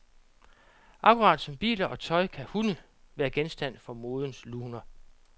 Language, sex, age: Danish, male, 47